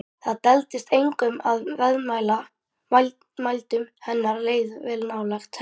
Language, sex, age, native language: Icelandic, male, 12, Icelandic